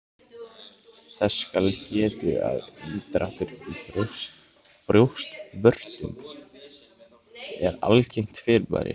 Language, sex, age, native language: Icelandic, male, 15, Icelandic